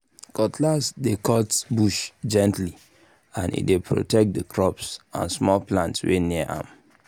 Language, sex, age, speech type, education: Nigerian Pidgin, male, 15-29, spontaneous, tertiary